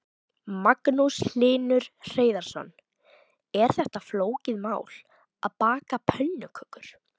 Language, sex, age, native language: Icelandic, female, 12, Icelandic